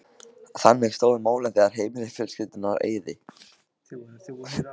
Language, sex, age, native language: Icelandic, male, 15, Icelandic